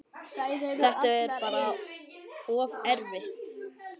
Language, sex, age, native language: Icelandic, male, 10, Icelandic